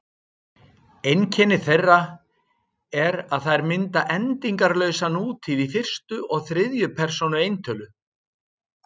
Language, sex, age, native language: Icelandic, male, 60-69, Icelandic